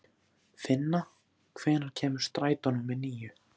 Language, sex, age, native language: Icelandic, male, 14, Icelandic